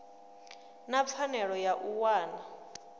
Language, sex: Venda, female